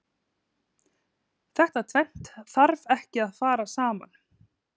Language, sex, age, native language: Icelandic, female, 30-39, Icelandic